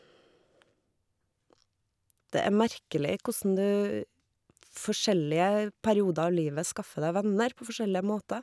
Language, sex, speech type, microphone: Norwegian, female, spontaneous, Shure